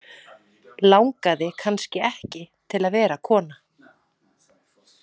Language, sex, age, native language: Icelandic, female, 40-49, Icelandic